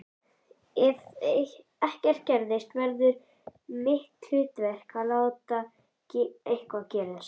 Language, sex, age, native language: Icelandic, female, 11, Icelandic